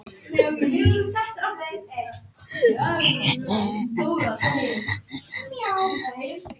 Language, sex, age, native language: Icelandic, female, 18-19, Danish